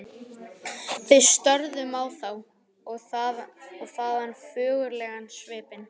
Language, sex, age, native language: Icelandic, male, 12, Icelandic